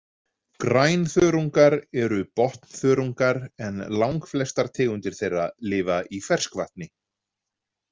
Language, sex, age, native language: Icelandic, male, 40-49, Icelandic